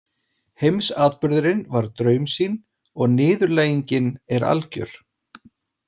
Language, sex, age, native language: Icelandic, male, 40-49, Icelandic